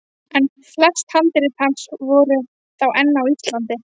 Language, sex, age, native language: Icelandic, female, 12, Icelandic